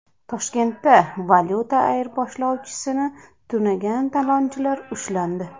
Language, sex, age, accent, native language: Uzbek, female, 25-34, Andijon, Uzbek